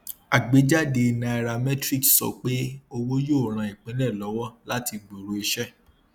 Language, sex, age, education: Yoruba, male, 30-45, tertiary